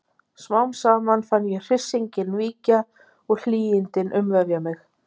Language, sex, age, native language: Icelandic, female, 50-59, Icelandic